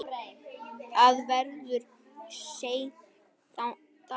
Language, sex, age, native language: Icelandic, male, 9, Icelandic